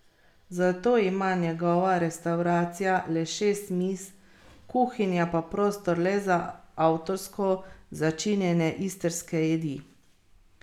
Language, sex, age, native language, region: Slovenian, female, 30-49, Slovenian, Carinthia region